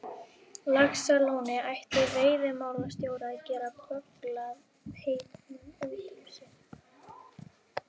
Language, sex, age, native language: Icelandic, female, 11, Icelandic